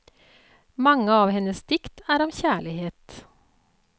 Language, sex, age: Norwegian, female, 48